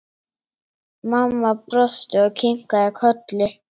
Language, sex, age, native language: Icelandic, male, 8, Icelandic